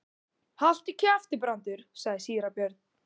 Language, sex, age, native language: Icelandic, male, 12, Icelandic